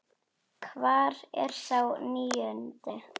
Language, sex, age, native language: Icelandic, female, 9, Icelandic